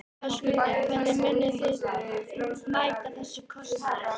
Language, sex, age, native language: Icelandic, female, 13, Icelandic